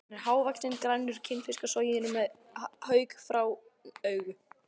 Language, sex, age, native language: Icelandic, male, 12, Icelandic